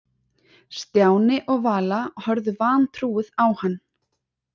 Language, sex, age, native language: Icelandic, female, 30-39, Icelandic